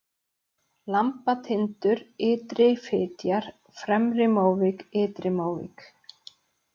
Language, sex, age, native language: Icelandic, female, 30-39, Icelandic